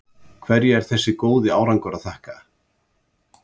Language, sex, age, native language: Icelandic, male, 70-79, Icelandic